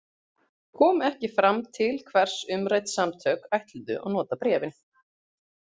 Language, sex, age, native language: Icelandic, female, 30-39, Icelandic